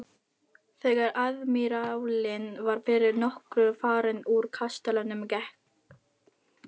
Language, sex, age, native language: Icelandic, female, 18-19, Filipino